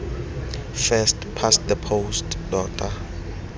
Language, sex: Tswana, male